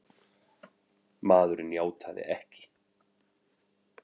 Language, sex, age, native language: Icelandic, male, 40-49, Icelandic